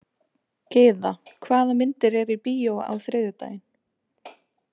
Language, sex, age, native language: Icelandic, female, 20-29, Icelandic